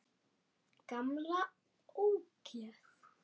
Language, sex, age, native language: Icelandic, female, 8, Icelandic